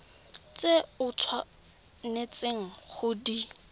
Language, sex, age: Tswana, female, 21